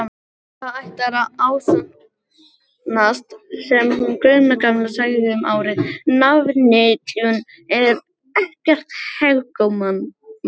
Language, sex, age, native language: Icelandic, female, 18-19, Icelandic